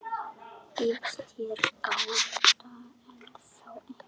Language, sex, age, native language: Icelandic, female, 9, Icelandic